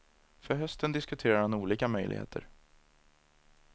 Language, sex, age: Swedish, male, 30